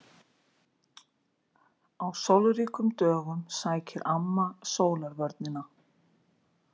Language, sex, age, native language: Icelandic, female, 40-49, Icelandic